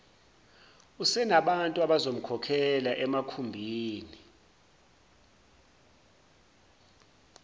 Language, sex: Zulu, male